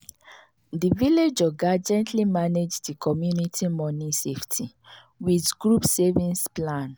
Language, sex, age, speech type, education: Nigerian Pidgin, female, 30-45, spontaneous, tertiary